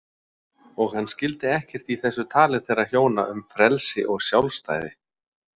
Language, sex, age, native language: Icelandic, male, 40-49, Icelandic